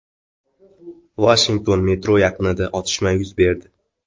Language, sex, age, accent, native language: Uzbek, male, 18-24, Xorazm, Uzbek